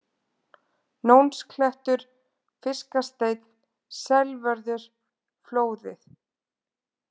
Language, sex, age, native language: Icelandic, female, 20-29, Icelandic